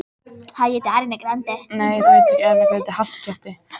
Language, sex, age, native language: Icelandic, female, 20-29, Icelandic